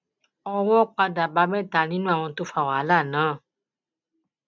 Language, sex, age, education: Yoruba, female, 30-45, tertiary